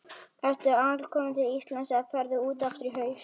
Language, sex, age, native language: Icelandic, female, 11, Icelandic